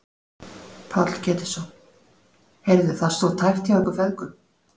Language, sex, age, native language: Icelandic, female, 40-49, Icelandic